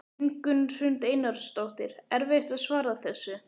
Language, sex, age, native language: Icelandic, male, 12, Icelandic